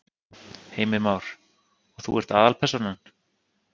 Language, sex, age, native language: Icelandic, male, 30-39, Icelandic